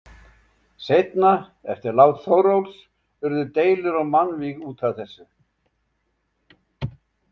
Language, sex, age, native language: Icelandic, male, 70-79, Icelandic